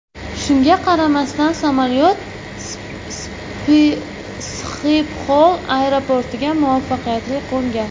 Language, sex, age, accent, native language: Uzbek, female, 18-24, Jizzax, Uzbek